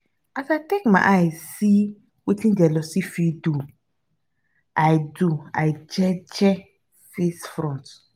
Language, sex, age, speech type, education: Nigerian Pidgin, female, 15-29, spontaneous, tertiary